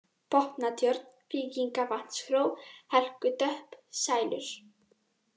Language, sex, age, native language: Icelandic, female, 18-19, Icelandic